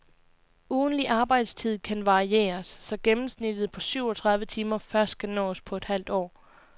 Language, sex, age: Danish, female, 20